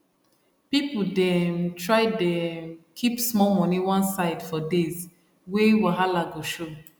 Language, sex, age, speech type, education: Nigerian Pidgin, female, 30-45, spontaneous, tertiary